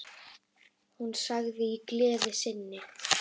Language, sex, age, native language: Icelandic, female, 10, Icelandic